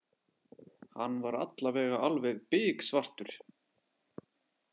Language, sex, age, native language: Icelandic, male, 20-29, Icelandic